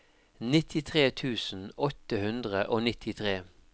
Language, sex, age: Norwegian, male, 52